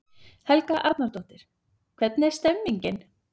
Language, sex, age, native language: Icelandic, female, 30-39, Icelandic